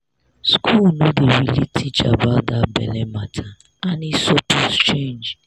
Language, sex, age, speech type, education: Nigerian Pidgin, female, 30-45, spontaneous, tertiary